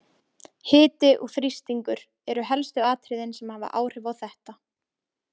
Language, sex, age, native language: Icelandic, female, 20-29, Icelandic